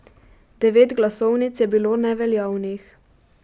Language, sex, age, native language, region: Slovenian, female, 12-17, Slovenian, Pomurje region